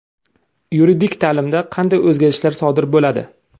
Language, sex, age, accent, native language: Uzbek, male, 25-34, Samarqand, Uzbek